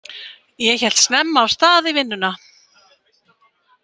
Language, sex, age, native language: Icelandic, female, 20-29, Icelandic